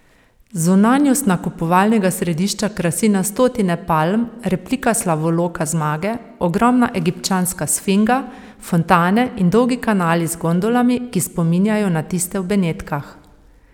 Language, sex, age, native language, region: Slovenian, female, 30-49, Slovenian, Savinja region